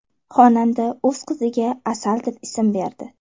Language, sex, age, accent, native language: Uzbek, female, 18-24, Toshkent shahri, Uzbek